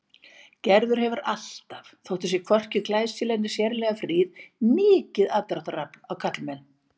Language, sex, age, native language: Icelandic, female, 60-69, Icelandic